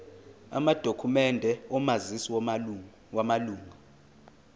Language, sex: Zulu, male